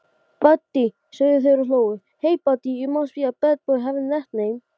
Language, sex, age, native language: Icelandic, male, 12, Icelandic